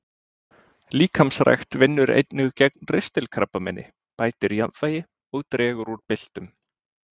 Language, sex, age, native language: Icelandic, male, 20-29, Icelandic